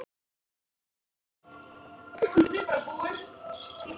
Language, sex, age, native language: Icelandic, male, 18-19, Icelandic